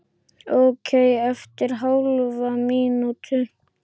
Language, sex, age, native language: Icelandic, male, 8, Icelandic